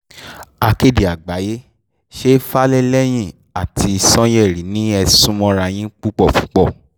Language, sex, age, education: Yoruba, male, 15-29, tertiary